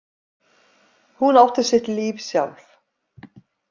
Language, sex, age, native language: Icelandic, female, 50-59, Icelandic